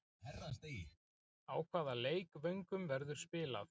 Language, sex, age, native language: Icelandic, male, 40-49, Icelandic